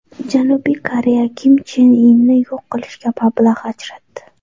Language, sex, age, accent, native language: Uzbek, female, 19-29, Xorazm, Uzbek